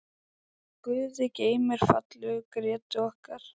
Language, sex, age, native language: Icelandic, male, 10, Icelandic